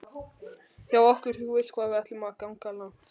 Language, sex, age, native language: Icelandic, male, 11, Icelandic